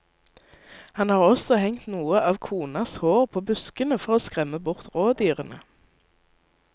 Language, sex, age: Norwegian, female, 19